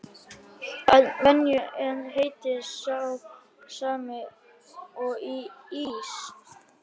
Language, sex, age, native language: Icelandic, male, 12, Icelandic